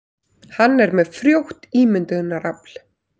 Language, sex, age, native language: Icelandic, female, 30-39, Icelandic